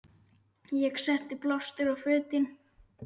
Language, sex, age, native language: Icelandic, male, 9, Icelandic